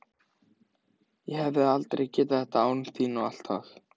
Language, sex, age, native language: Icelandic, male, 14, Icelandic